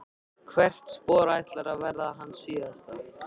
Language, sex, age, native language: Icelandic, male, 13, Icelandic